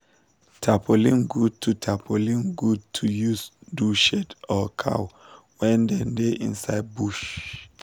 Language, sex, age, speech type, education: Nigerian Pidgin, male, 15-29, spontaneous, tertiary